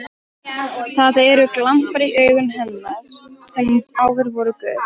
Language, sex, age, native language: Icelandic, female, 13, Polish